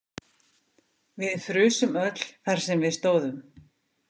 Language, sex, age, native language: Icelandic, female, 50-59, Icelandic